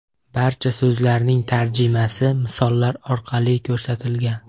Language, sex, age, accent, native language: Uzbek, male, 18-24, Andijon, Uzbek